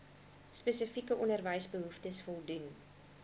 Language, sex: Afrikaans, female